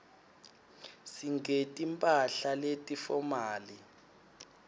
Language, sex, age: Swati, male, 19